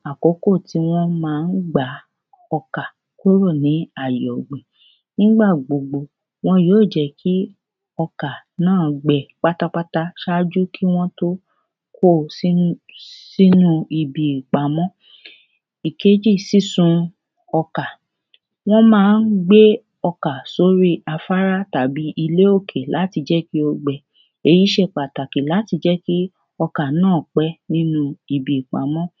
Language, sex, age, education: Yoruba, female, 30-45, secondary